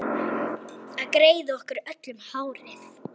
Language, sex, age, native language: Icelandic, female, 9, Icelandic